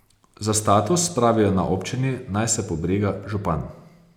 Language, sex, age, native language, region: Slovenian, male, 30-49, Slovenian, Posavska region